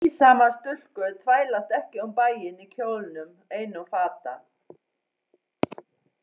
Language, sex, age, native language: Icelandic, female, 40-49, Faroese